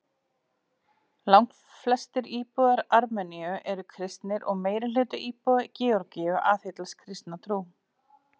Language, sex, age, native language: Icelandic, female, 40-49, Icelandic